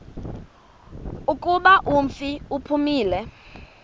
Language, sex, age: Xhosa, female, 32